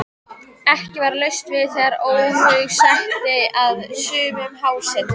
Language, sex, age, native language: Icelandic, female, 13, Icelandic